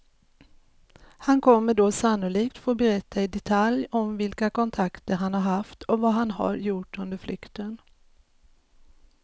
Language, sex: Swedish, female